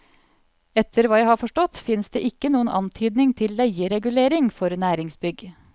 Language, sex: Norwegian, female